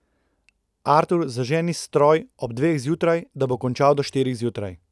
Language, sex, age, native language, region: Slovenian, male, 30-49, Slovenian, Central Slovenia